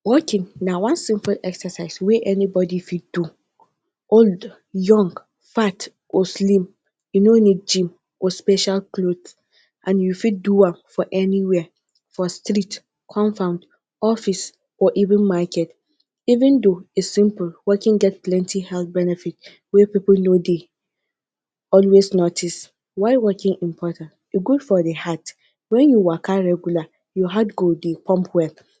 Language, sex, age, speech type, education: Nigerian Pidgin, female, 15-29, spontaneous, tertiary